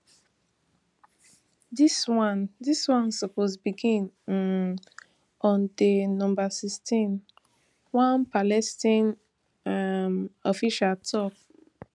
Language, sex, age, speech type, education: Nigerian Pidgin, female, 15-29, spontaneous, tertiary